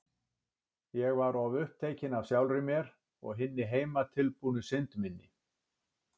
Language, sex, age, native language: Icelandic, male, 60-69, Icelandic